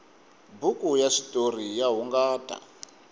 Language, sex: Tsonga, male